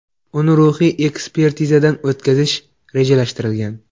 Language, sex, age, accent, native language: Uzbek, male, 18-24, Xorazm, Uzbek